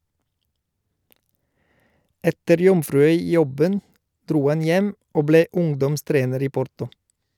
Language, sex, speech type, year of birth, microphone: Norwegian, male, read, 1972, Shure